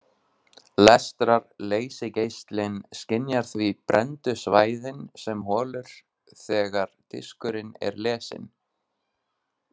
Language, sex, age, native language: Icelandic, male, 20-29, Icelandic